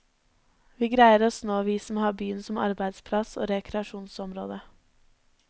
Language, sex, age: Norwegian, female, 20